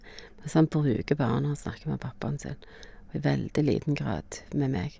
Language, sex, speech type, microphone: Norwegian, female, spontaneous, Shure